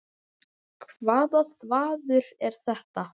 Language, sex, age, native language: Icelandic, male, 10, Icelandic